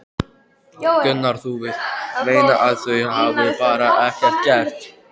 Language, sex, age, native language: Icelandic, male, 12, Icelandic